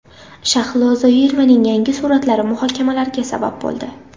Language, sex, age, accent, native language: Uzbek, female, 18-24, Samarqand, Uzbek